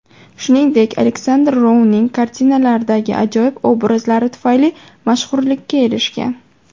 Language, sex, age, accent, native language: Uzbek, female, 18-24, Farg'ona, Uzbek